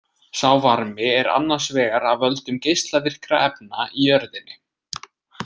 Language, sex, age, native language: Icelandic, male, 20-29, Icelandic